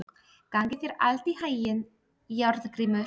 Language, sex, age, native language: Icelandic, female, 30-39, Polish